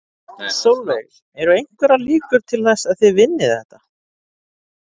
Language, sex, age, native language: Icelandic, male, 30-39, Icelandic